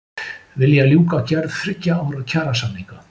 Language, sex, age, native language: Icelandic, male, 50-59, Icelandic